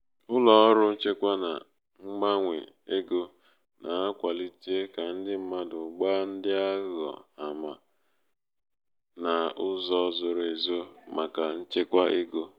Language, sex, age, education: Igbo, male, 15-29, tertiary